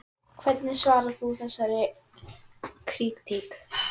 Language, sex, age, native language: Icelandic, female, 10, Icelandic